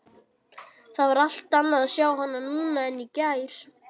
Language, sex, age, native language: Icelandic, male, 18-19, Icelandic